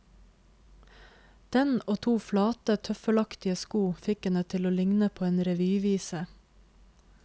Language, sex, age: Norwegian, female, 26